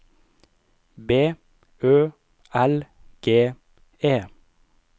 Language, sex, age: Norwegian, male, 25